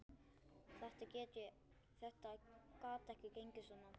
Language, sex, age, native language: Icelandic, male, 9, Icelandic